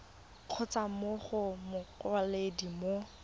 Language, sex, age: Tswana, female, 20